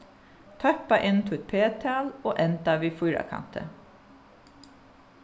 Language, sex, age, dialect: Faroese, female, 36-60, Suðuroy